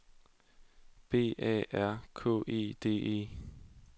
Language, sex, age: Danish, male, 20